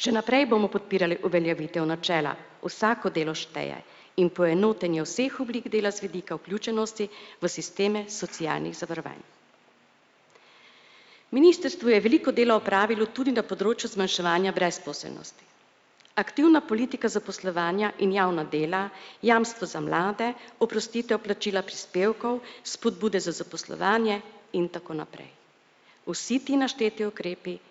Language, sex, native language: Slovenian, female, Slovenian